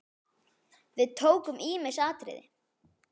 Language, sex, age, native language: Icelandic, female, 10, Icelandic